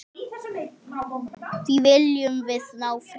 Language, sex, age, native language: Icelandic, male, 6, Icelandic